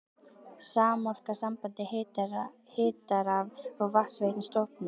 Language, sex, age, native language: Icelandic, female, 12, Icelandic